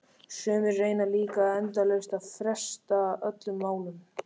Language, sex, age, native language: Icelandic, male, 13, Icelandic